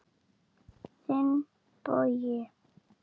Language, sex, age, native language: Icelandic, female, 7, Icelandic